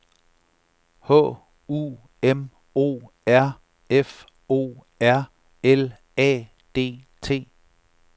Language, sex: Danish, male